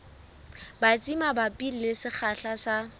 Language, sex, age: Southern Sotho, female, 24